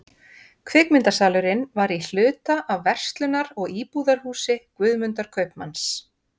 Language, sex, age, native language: Icelandic, female, 50-59, Icelandic